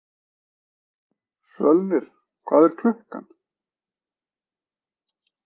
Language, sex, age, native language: Icelandic, male, 40-49, Icelandic